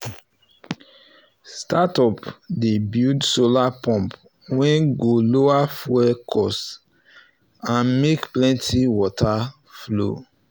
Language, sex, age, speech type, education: Nigerian Pidgin, male, 30-45, spontaneous, tertiary